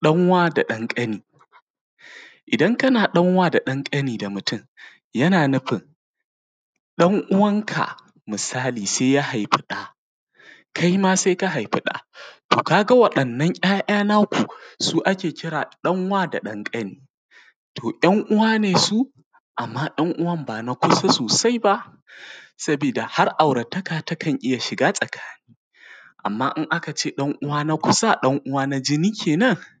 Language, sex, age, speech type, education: Hausa, male, 15-29, spontaneous, primary